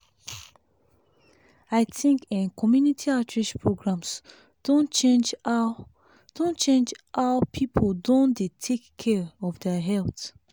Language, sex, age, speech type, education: Nigerian Pidgin, female, 30-45, spontaneous, tertiary